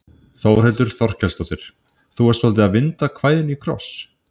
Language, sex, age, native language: Icelandic, male, 30-39, Icelandic